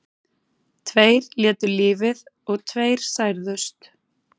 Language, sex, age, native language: Icelandic, female, 30-39, Icelandic